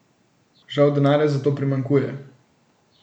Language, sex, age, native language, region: Slovenian, male, 18-29, Slovenian, Central Slovenia